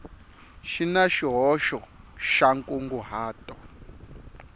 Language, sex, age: Tsonga, male, 25